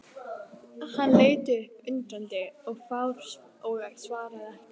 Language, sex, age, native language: Icelandic, female, 11, Icelandic